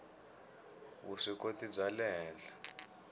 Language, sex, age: Tsonga, male, 18